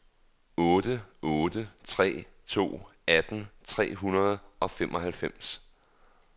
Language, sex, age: Danish, male, 39